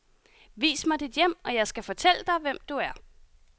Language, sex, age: Danish, female, 30